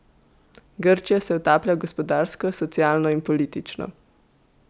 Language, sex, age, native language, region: Slovenian, female, 18-29, Slovenian, Central Slovenia